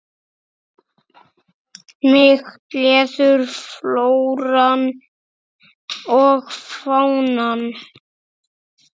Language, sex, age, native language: Icelandic, male, 6, Icelandic